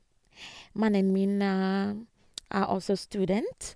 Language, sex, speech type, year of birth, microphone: Norwegian, female, spontaneous, 1986, Sennheiser